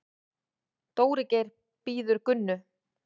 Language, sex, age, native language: Icelandic, female, 30-39, Icelandic